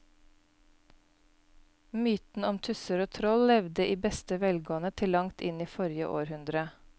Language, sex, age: Norwegian, female, 29